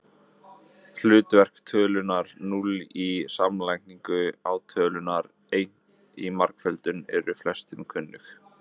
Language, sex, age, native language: Icelandic, male, 20-29, Icelandic